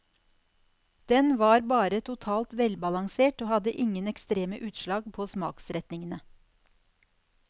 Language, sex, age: Norwegian, female, 46